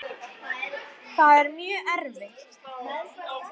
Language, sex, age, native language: Icelandic, male, 10, Icelandic